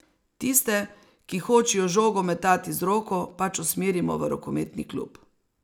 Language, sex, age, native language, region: Slovenian, female, 60+, Slovenian, Savinja region